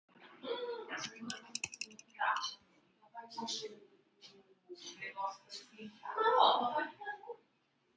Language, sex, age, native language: Icelandic, male, 40-49, English